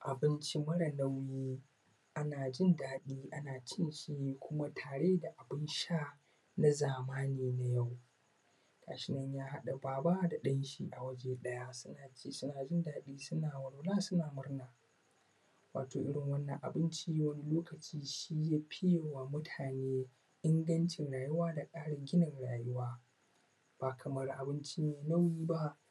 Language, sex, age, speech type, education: Hausa, male, 15-29, spontaneous, tertiary